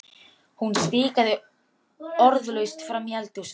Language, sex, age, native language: Icelandic, male, 12, Icelandic